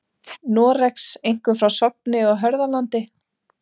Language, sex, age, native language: Icelandic, female, 30-39, Icelandic